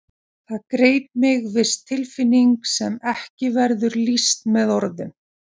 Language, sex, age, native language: Icelandic, female, 40-49, Icelandic